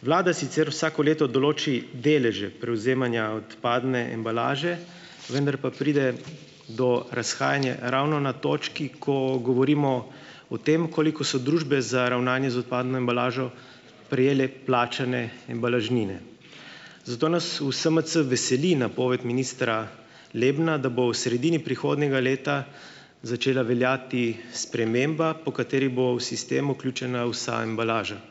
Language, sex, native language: Slovenian, male, Slovenian